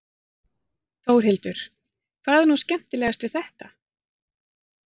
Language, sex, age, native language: Icelandic, female, 40-49, Icelandic